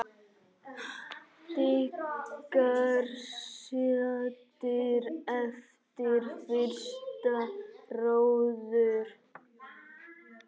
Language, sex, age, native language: Icelandic, male, 9, Icelandic